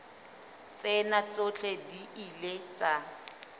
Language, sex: Southern Sotho, female